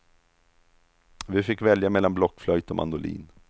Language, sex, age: Swedish, male, 32